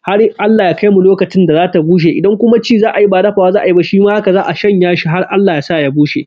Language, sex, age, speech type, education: Hausa, male, 15-29, spontaneous, primary